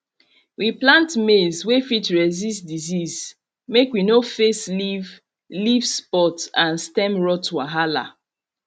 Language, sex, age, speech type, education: Nigerian Pidgin, female, 30-45, spontaneous, tertiary